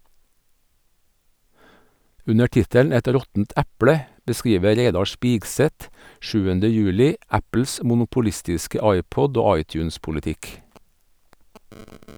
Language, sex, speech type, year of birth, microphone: Norwegian, male, read, 1951, Sennheiser